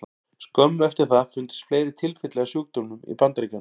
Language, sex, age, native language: Icelandic, male, 40-49, Icelandic